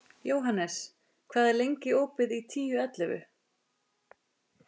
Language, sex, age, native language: Icelandic, female, 20-29, Icelandic